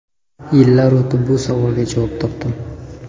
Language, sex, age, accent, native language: Uzbek, male, 18-24, Jizzax, Uzbek